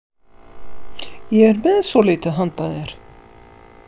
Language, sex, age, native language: Icelandic, female, 50-59, Icelandic